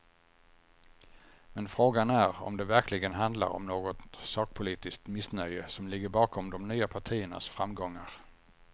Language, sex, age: Swedish, male, 50